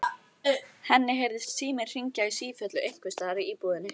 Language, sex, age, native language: Icelandic, female, 13, Icelandic